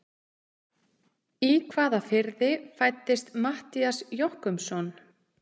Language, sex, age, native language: Icelandic, female, 30-39, Icelandic